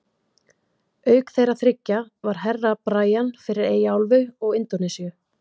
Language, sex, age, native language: Icelandic, female, 50-59, Icelandic